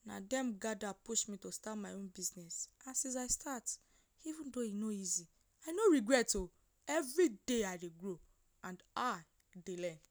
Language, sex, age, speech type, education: Nigerian Pidgin, female, 15-29, spontaneous, tertiary